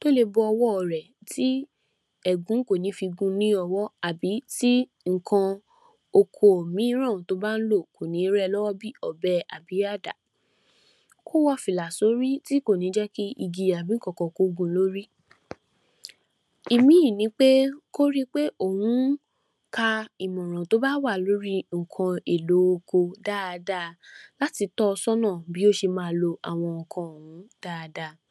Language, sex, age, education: Yoruba, female, 46-60, tertiary